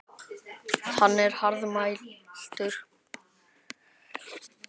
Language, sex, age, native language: Icelandic, female, 60-69, Icelandic